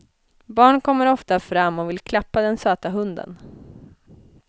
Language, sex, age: Swedish, female, 20